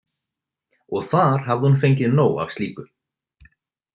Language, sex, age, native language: Icelandic, male, 20-29, Icelandic